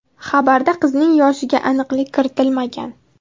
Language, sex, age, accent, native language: Uzbek, female, 19-29, Namangan, Uzbek